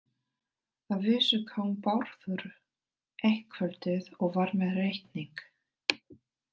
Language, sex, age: Icelandic, female, 30-39